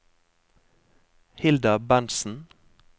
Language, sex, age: Norwegian, male, 23